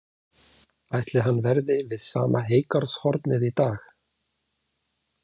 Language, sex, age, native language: Icelandic, male, 40-49, Icelandic